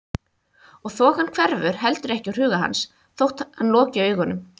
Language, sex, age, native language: Icelandic, female, 20-29, Icelandic